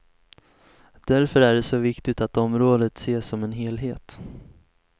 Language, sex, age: Swedish, male, 19